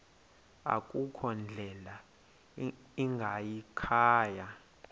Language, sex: Xhosa, male